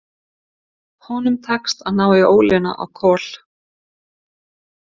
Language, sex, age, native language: Icelandic, female, 50-59, Icelandic